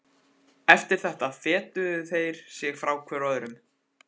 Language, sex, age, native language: Icelandic, male, 15, Icelandic